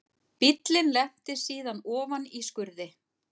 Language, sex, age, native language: Icelandic, female, 40-49, Icelandic